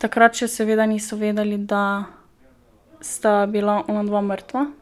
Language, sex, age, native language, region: Slovenian, female, 12-17, Slovenian, Drava region